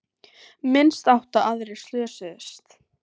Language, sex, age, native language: Icelandic, female, 18-19, Icelandic